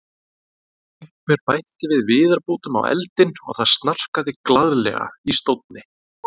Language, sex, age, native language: Icelandic, male, 30-39, Icelandic